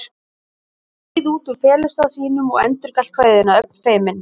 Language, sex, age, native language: Icelandic, female, 30-39, Icelandic